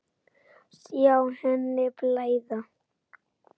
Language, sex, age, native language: Icelandic, female, 8, Icelandic